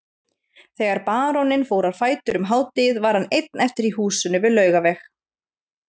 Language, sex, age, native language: Icelandic, female, 30-39, Icelandic